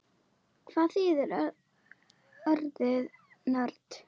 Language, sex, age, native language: Icelandic, female, 9, Icelandic